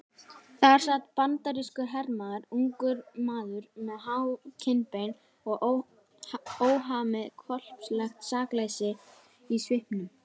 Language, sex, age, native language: Icelandic, female, 18-19, Icelandic